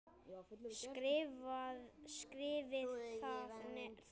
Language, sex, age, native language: Icelandic, male, 9, Icelandic